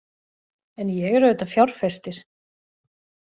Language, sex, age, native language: Icelandic, female, 40-49, Icelandic